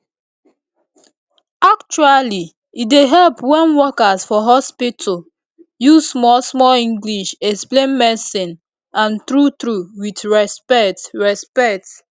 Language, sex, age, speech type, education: Nigerian Pidgin, female, 15-29, spontaneous, tertiary